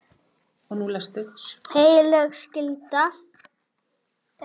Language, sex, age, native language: Icelandic, male, 8, Icelandic